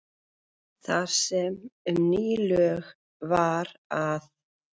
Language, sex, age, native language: Icelandic, female, 40-49, Icelandic